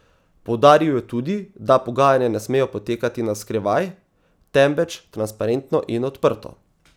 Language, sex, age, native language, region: Slovenian, male, 18-29, Slovenian, Savinja region